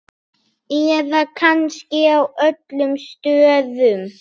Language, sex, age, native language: Icelandic, female, 8, Icelandic